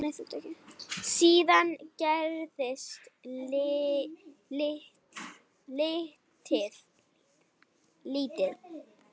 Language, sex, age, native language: Icelandic, female, 8, Icelandic